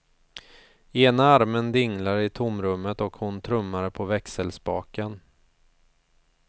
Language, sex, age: Swedish, male, 34